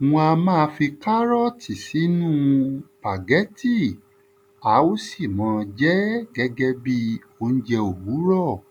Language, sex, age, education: Yoruba, male, 30-45, tertiary